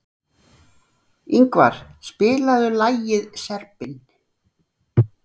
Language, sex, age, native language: Icelandic, female, 60-69, Icelandic